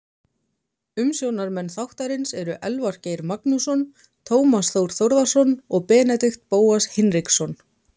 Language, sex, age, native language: Icelandic, female, 20-29, Icelandic